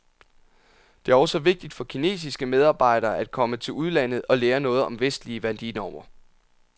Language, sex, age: Danish, male, 27